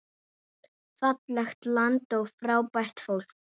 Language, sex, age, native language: Icelandic, female, 8, Icelandic